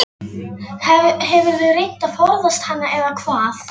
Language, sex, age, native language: Icelandic, female, 11, Icelandic